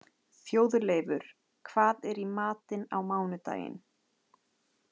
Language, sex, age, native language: Icelandic, female, 30-39, Icelandic